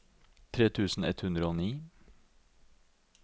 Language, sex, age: Norwegian, male, 52